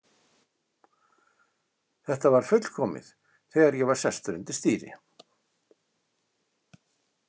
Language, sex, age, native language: Icelandic, male, 60-69, Icelandic